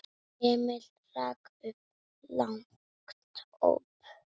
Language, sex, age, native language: Icelandic, female, 6, Icelandic